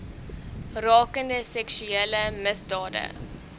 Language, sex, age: Afrikaans, female, 23